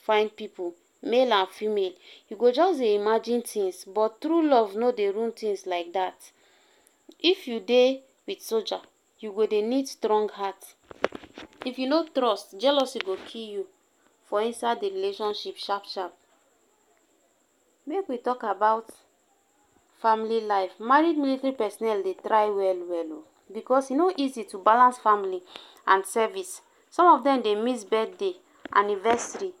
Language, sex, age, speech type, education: Nigerian Pidgin, female, 15-29, spontaneous, tertiary